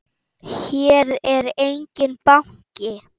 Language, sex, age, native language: Icelandic, female, 8, Icelandic